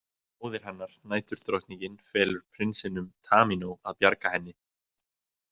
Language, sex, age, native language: Icelandic, male, 18-19, Icelandic